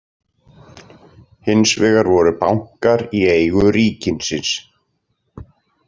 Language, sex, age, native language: Icelandic, male, 40-49, Icelandic